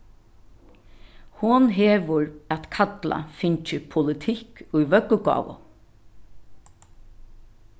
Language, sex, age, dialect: Faroese, female, 36-60, Norðurstreymoy/Eysturoy